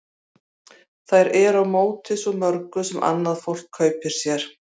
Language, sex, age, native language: Icelandic, female, 40-49, Icelandic